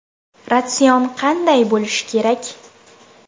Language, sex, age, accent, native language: Uzbek, female, under 19, Toshkent shahri, Uzbek